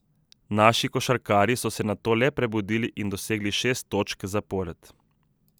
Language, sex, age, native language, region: Slovenian, male, 30-49, Slovenian, Southeast Slovenia